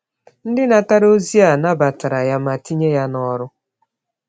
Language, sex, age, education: Igbo, female, 30-45, tertiary